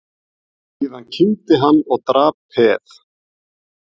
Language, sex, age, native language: Icelandic, male, 40-49, Icelandic